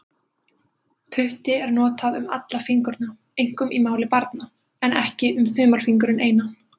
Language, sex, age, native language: Icelandic, female, 20-29, Icelandic